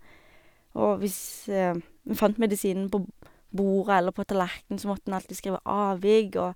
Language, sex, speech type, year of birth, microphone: Norwegian, female, spontaneous, 1991, Sennheiser